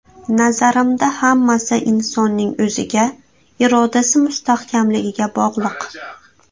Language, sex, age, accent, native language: Uzbek, female, 18-24, Buxoro, Uzbek